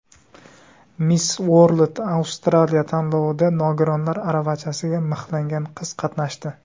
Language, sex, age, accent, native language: Uzbek, male, 19-29, Surxondaryo, Uzbek